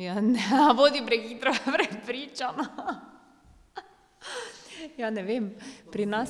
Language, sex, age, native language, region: Slovenian, female, 30-49, Slovenian, Drava region